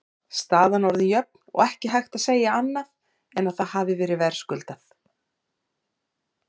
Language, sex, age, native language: Icelandic, female, 40-49, Icelandic